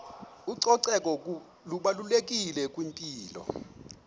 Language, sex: Xhosa, male